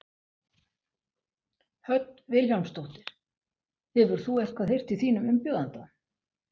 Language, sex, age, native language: Icelandic, female, 60-69, Icelandic